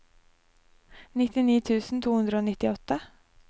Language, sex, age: Norwegian, female, 23